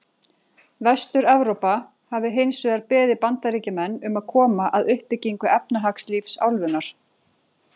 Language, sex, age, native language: Icelandic, female, 40-49, Icelandic